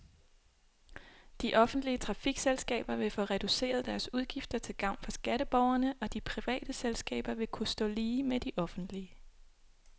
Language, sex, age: Danish, female, 26